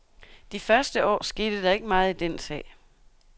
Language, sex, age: Danish, female, 32